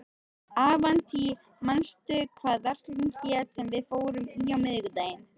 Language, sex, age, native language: Icelandic, female, 13, Icelandic